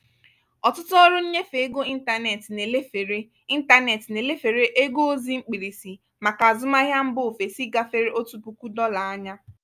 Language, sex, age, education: Igbo, female, 15-29, tertiary